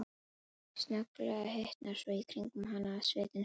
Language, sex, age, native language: Icelandic, female, 11, Icelandic